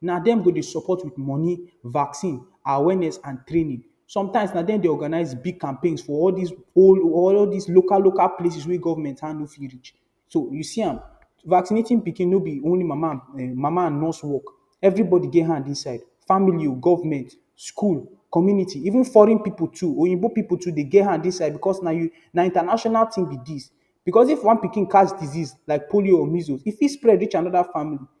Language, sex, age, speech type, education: Nigerian Pidgin, male, 15-29, spontaneous, tertiary